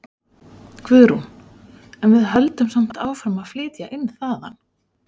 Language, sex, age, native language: Icelandic, female, 40-49, Icelandic